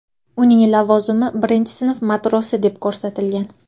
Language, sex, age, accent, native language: Uzbek, female, 18-24, Qashqadaryo, Uzbek